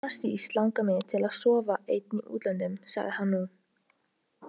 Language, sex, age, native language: Icelandic, female, 18-19, Icelandic